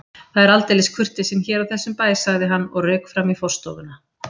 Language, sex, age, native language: Icelandic, female, 50-59, Icelandic